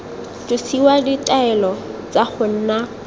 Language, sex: Tswana, female